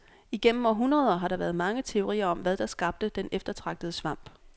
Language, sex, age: Danish, female, 26